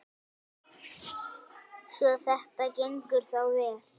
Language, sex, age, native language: Icelandic, female, 10, Icelandic